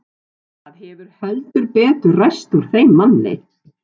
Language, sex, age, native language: Icelandic, male, 12, Icelandic